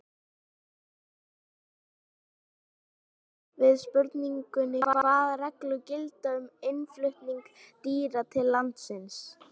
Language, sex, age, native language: Icelandic, female, 18-19, Icelandic